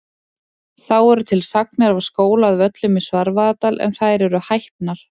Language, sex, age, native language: Icelandic, female, 20-29, Icelandic